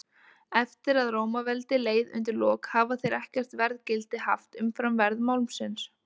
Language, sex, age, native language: Icelandic, female, 20-29, Icelandic